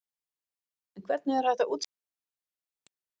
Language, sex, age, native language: Icelandic, female, 50-59, Icelandic